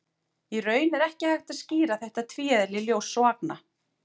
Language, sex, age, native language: Icelandic, female, 40-49, Icelandic